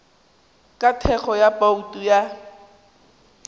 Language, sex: Northern Sotho, female